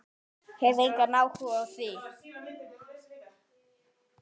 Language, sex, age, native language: Icelandic, female, 9, Icelandic